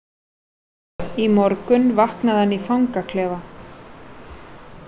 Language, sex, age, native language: Icelandic, female, 30-39, Icelandic